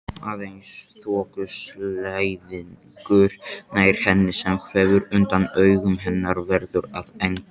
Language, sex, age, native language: Icelandic, male, 18-19, Icelandic